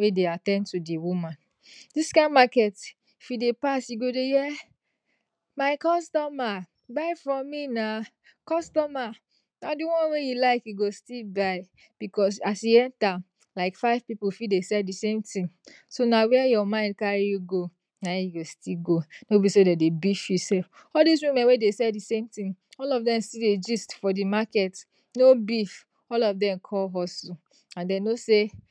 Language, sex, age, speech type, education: Nigerian Pidgin, female, 60+, spontaneous, tertiary